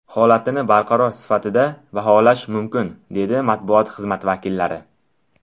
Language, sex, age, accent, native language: Uzbek, male, under 19, Buxoro, Tajik